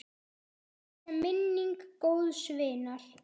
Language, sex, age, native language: Icelandic, male, 10, Icelandic